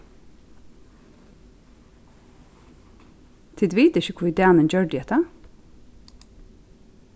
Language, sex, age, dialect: Faroese, female, 36-60, Suðurstreymoy